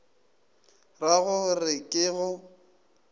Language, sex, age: Northern Sotho, male, 20